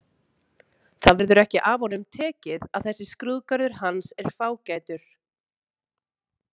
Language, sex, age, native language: Icelandic, female, 30-39, Icelandic